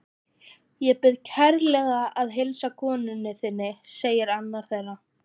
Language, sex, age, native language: Icelandic, female, 14, Icelandic